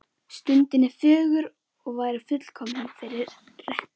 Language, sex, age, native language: Icelandic, female, 11, Icelandic